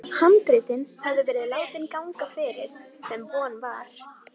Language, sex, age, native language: Icelandic, female, 18-19, Icelandic